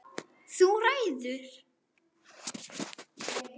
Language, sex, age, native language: Icelandic, male, 9, Icelandic